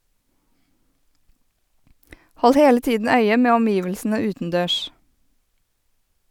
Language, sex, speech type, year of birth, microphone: Norwegian, female, read, 1986, Sennheiser